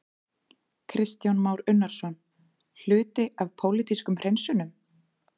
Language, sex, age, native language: Icelandic, female, 30-39, Icelandic